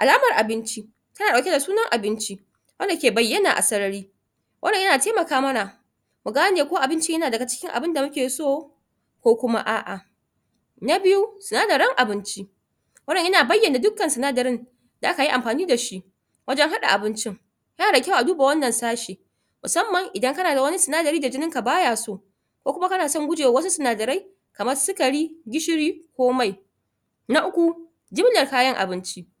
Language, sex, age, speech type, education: Hausa, female, 30-45, spontaneous, tertiary